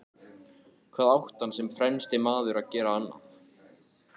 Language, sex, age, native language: Icelandic, male, 14, Icelandic